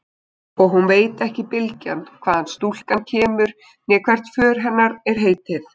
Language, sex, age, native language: Icelandic, female, 20-29, Icelandic